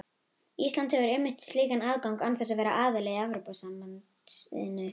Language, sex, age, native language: Icelandic, female, 18-19, Icelandic